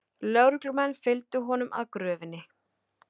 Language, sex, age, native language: Icelandic, female, 30-39, Icelandic